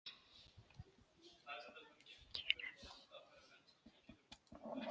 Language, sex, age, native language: Icelandic, male, 10, Icelandic